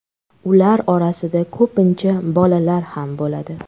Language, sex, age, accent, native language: Uzbek, female, 25-34, Toshkent shahri, Uzbek